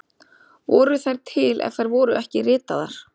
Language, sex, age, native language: Icelandic, female, 30-39, Icelandic